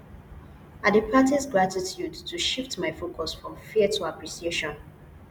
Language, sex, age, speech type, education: Nigerian Pidgin, female, 15-29, spontaneous, tertiary